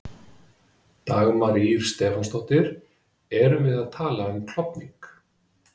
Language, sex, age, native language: Icelandic, male, 50-59, Icelandic